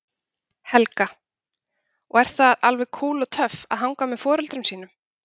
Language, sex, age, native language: Icelandic, female, 30-39, Icelandic